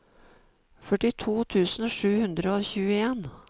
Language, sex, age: Norwegian, female, 52